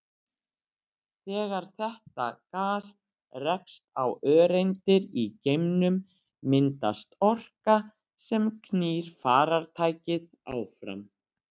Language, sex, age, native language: Icelandic, female, 60-69, Icelandic